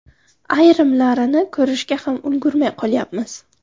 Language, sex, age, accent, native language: Uzbek, female, 18-24, Navoiy, Uzbek